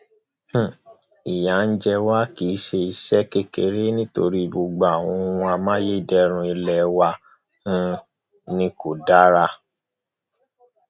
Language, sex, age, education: Yoruba, male, 15-29, tertiary